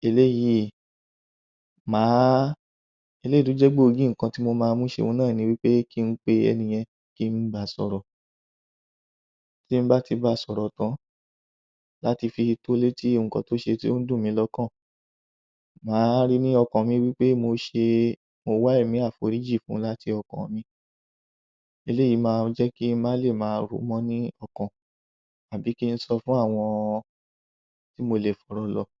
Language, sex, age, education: Yoruba, male, 30-45, tertiary